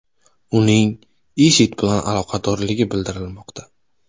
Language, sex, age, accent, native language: Uzbek, male, 25-34, Navoiy, Uzbek